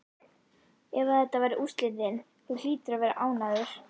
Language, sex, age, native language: Icelandic, female, 11, Icelandic